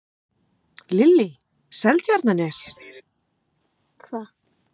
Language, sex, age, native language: Icelandic, female, 30-39, Icelandic